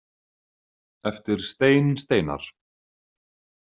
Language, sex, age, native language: Icelandic, male, 40-49, Icelandic